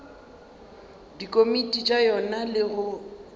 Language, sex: Northern Sotho, female